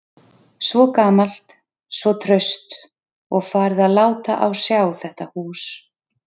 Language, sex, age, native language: Icelandic, female, 30-39, Icelandic